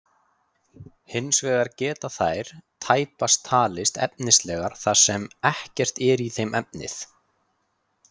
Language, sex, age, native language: Icelandic, male, 20-29, Icelandic